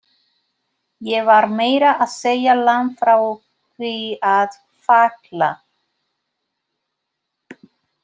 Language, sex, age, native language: Icelandic, female, 20-29, Spanish